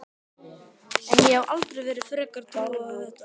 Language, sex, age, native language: Icelandic, male, 12, Icelandic